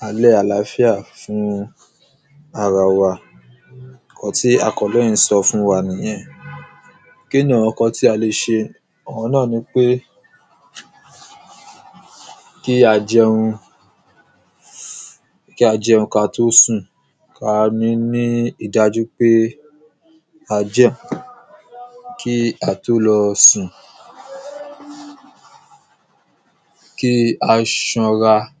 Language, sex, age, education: Yoruba, male, 15-29, secondary